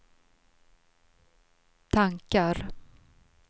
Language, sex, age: Swedish, female, 42